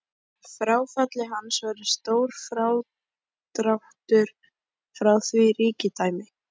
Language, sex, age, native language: Icelandic, female, 11, Icelandic